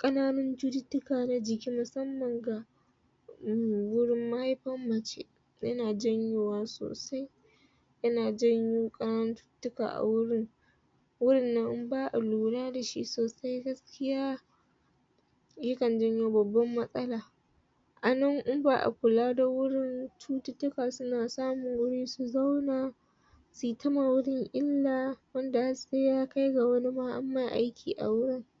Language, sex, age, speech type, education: Hausa, female, 30-45, spontaneous, tertiary